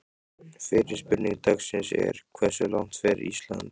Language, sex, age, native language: Icelandic, male, 15, Icelandic